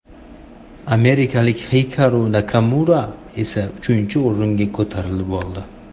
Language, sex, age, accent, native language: Uzbek, male, 25-34, Toshkent shahri, Uzbek